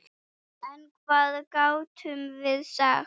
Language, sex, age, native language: Icelandic, female, 8, Icelandic